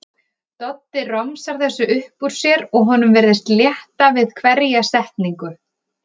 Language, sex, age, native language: Icelandic, female, 30-39, Icelandic